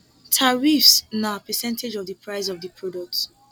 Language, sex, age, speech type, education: Nigerian Pidgin, female, 15-29, spontaneous, tertiary